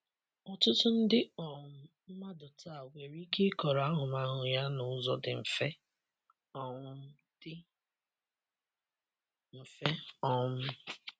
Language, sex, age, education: Igbo, male, 15-29, secondary